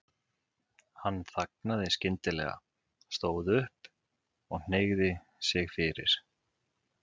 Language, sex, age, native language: Icelandic, male, 30-39, Icelandic